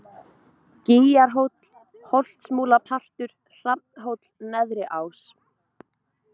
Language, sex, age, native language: Icelandic, female, 20-29, Icelandic